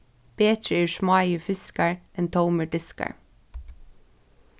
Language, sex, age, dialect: Faroese, female, 15-35, Suðurstreymoy